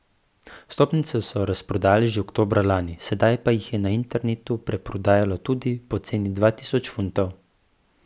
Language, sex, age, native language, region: Slovenian, male, 18-29, Slovenian, Central Slovenia